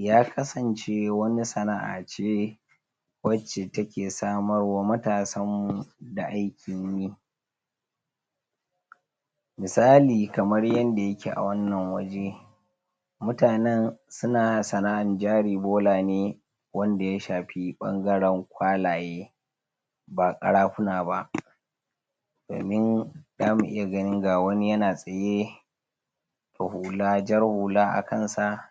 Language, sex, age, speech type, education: Hausa, female, 15-29, spontaneous, tertiary